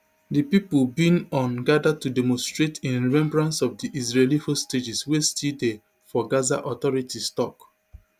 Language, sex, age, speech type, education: Nigerian Pidgin, male, 30-45, spontaneous, tertiary